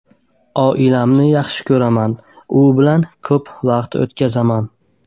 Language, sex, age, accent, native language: Uzbek, male, 18-24, Buxoro, Uzbek